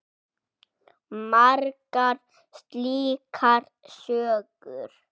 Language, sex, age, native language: Icelandic, male, 6, Icelandic